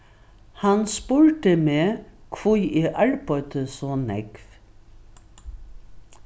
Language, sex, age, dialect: Faroese, female, 61+, Norðuroyggjar